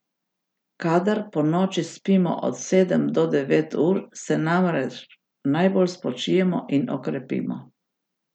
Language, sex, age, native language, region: Slovenian, female, 60+, Slovenian, Gorica region